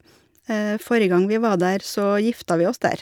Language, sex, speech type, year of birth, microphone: Norwegian, female, spontaneous, 1970, Shure